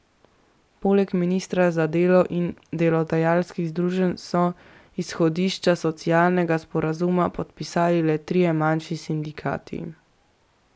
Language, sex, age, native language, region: Slovenian, female, 18-29, Slovenian, Central Slovenia